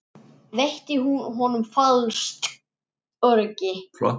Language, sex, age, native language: Icelandic, male, 9, Icelandic